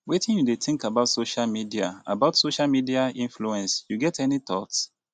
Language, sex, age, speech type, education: Nigerian Pidgin, male, 30-45, spontaneous, tertiary